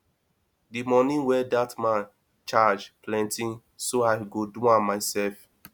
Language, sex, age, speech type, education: Nigerian Pidgin, male, 30-45, spontaneous, tertiary